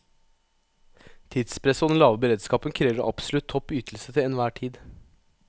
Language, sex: Norwegian, male